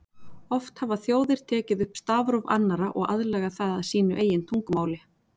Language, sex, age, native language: Icelandic, female, 40-49, Icelandic